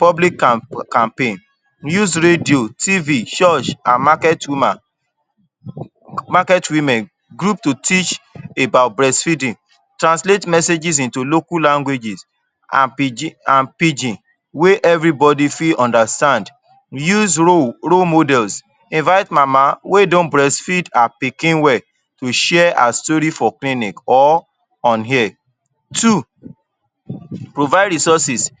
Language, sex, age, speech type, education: Nigerian Pidgin, male, 30-45, spontaneous, tertiary